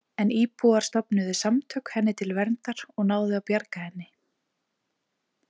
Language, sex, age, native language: Icelandic, female, 20-29, Icelandic